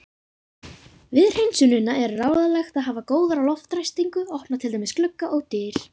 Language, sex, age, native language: Icelandic, female, 50-59, Icelandic